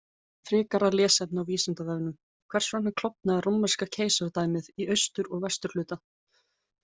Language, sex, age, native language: Icelandic, female, 20-29, Icelandic